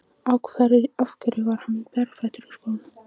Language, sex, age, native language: Icelandic, female, 15, Icelandic